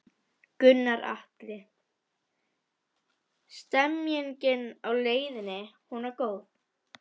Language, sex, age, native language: Icelandic, female, 11, Icelandic